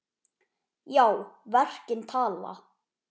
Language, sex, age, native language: Icelandic, male, 10, Icelandic